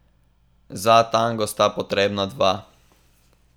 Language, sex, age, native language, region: Slovenian, male, 18-29, Slovenian, Southeast Slovenia